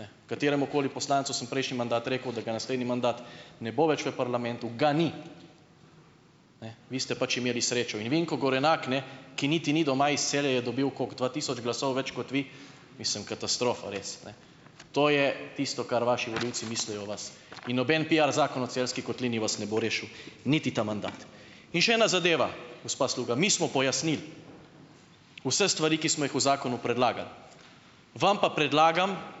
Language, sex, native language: Slovenian, male, Slovenian